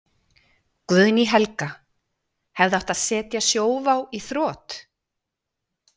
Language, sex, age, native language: Icelandic, female, 40-49, Icelandic